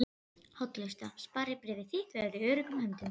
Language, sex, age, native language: Icelandic, female, 12, Icelandic